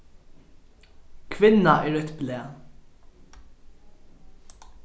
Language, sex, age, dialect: Faroese, male, 15-35, Norðurstreymoy/Eysturoy